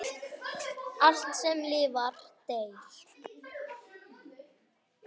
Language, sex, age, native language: Icelandic, female, 10, Icelandic